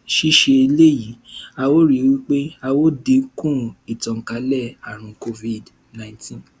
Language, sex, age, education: Yoruba, male, 15-29, tertiary